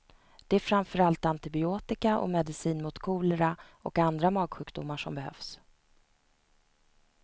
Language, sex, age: Swedish, female, 29